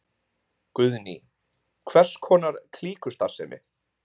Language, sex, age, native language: Icelandic, male, 20-29, Icelandic